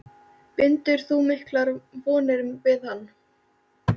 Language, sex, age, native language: Icelandic, female, 13, Icelandic